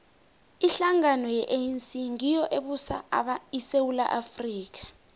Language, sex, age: South Ndebele, female, 18